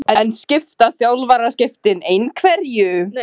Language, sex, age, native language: Icelandic, female, 15, Icelandic